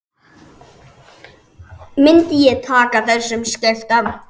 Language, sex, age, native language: Icelandic, male, 10, Icelandic